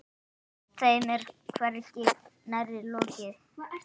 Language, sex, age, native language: Icelandic, male, 9, Icelandic